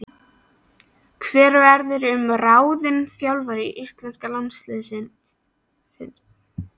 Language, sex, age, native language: Icelandic, female, 13, Icelandic